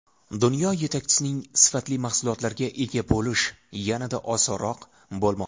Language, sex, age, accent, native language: Uzbek, male, 18-24, Toshkent shahri, Uzbek